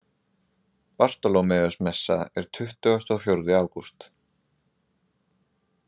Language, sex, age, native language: Icelandic, male, 20-29, Icelandic